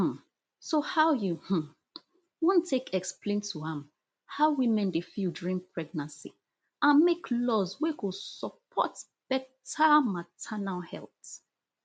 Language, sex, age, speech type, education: Nigerian Pidgin, female, 30-45, spontaneous, tertiary